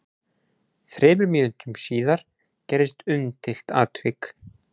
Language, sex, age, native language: Icelandic, male, 20-29, Icelandic